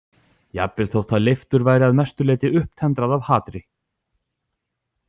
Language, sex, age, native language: Icelandic, male, 40-49, Icelandic